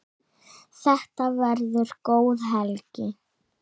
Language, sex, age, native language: Icelandic, male, 7, Icelandic